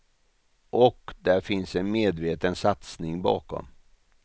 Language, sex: Swedish, male